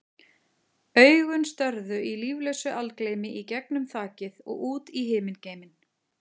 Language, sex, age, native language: Icelandic, female, 40-49, Icelandic